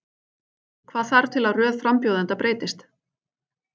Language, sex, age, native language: Icelandic, female, 40-49, Icelandic